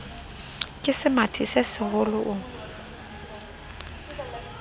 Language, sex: Southern Sotho, female